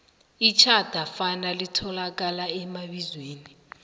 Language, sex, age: South Ndebele, female, 19